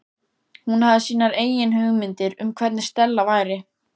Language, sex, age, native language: Icelandic, female, 14, Icelandic